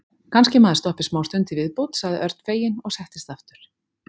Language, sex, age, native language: Icelandic, female, 40-49, Icelandic